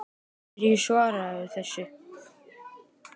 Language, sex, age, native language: Icelandic, male, 10, Icelandic